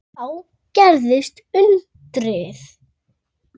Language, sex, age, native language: Icelandic, female, 9, Icelandic